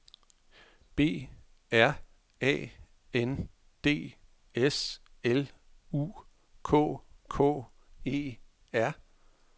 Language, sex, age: Danish, male, 41